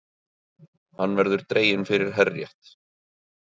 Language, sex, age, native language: Icelandic, male, 30-39, Icelandic